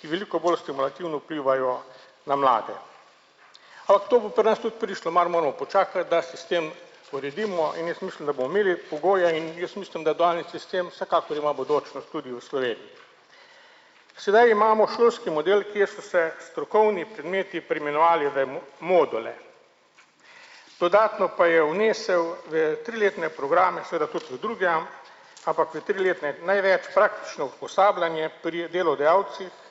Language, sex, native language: Slovenian, male, Slovenian